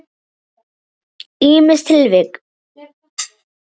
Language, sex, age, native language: Icelandic, male, 7, Icelandic